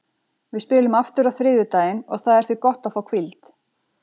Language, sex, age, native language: Icelandic, female, 40-49, Icelandic